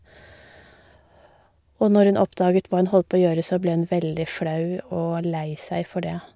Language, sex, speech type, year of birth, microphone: Norwegian, female, spontaneous, 1972, Shure